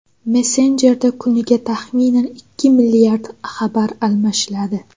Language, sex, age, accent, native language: Uzbek, female, 19-29, Xorazm, Uzbek